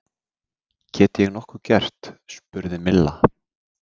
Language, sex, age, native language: Icelandic, male, 30-39, Icelandic